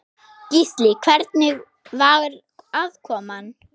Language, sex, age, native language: Icelandic, male, 6, Icelandic